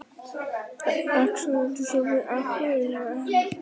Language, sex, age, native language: Icelandic, female, 50-59, Icelandic